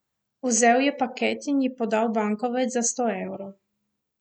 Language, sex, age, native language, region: Slovenian, female, 18-29, Slovenian, Primorsko-notranjska region